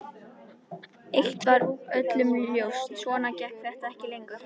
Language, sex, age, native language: Icelandic, female, 13, Icelandic